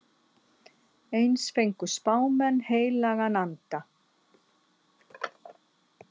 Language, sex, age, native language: Icelandic, female, 60-69, Icelandic